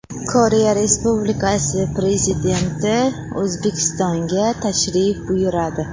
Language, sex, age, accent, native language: Uzbek, female, 18-24, Surxondaryo, Uzbek